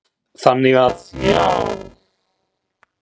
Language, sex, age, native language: Icelandic, male, 40-49, Icelandic